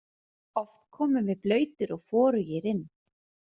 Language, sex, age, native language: Icelandic, female, 40-49, Icelandic